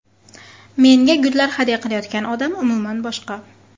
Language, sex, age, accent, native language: Uzbek, female, 18-24, Farg'ona, Uzbek